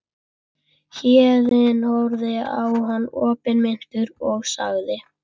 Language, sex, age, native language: Icelandic, male, 11, Icelandic